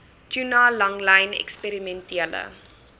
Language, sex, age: Afrikaans, female, 20